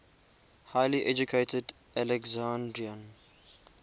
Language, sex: English, male